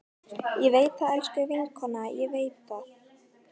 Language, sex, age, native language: Icelandic, female, 12, Icelandic